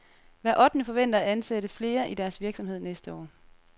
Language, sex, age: Danish, female, 30